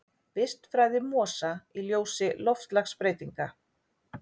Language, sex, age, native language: Icelandic, female, 40-49, Icelandic